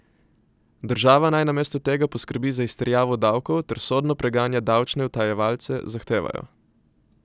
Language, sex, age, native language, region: Slovenian, male, 18-29, Slovenian, Coastal Karst region